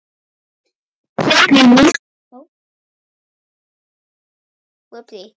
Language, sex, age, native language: Icelandic, male, 10, Icelandic